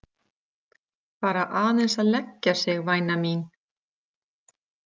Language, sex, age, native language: Icelandic, female, 40-49, Icelandic